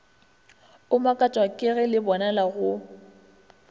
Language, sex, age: Northern Sotho, female, 21